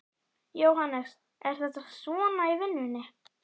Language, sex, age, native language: Icelandic, female, 11, Icelandic